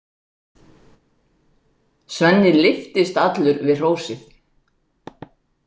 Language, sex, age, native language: Icelandic, female, 60-69, Icelandic